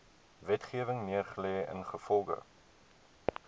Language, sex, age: Afrikaans, male, 23